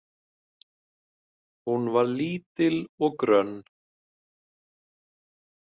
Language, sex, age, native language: Icelandic, male, 30-39, Icelandic